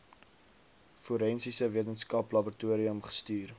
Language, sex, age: Afrikaans, male, 19